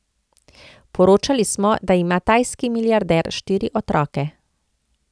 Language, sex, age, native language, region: Slovenian, female, 50-59, Slovenian, Central Slovenia